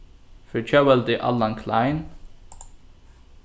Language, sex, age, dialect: Faroese, male, 15-35, Norðurstreymoy/Eysturoy